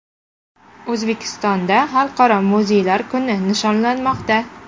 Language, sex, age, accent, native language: Uzbek, female, 18-24, Qashqadaryo, Uzbek